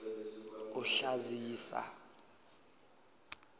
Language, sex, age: Swati, male, 19